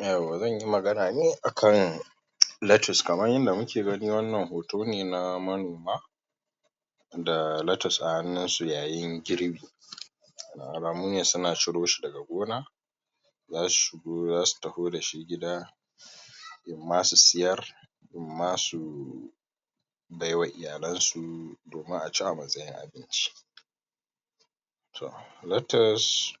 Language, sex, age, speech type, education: Hausa, male, 15-29, spontaneous, tertiary